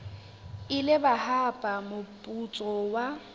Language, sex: Southern Sotho, female